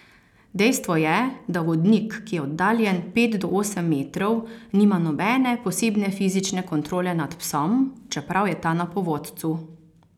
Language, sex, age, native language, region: Slovenian, female, 30-49, Slovenian, Carinthia region